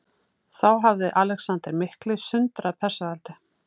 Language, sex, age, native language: Icelandic, female, 50-59, Icelandic